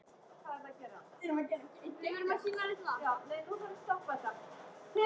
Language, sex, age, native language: Icelandic, male, 9, Icelandic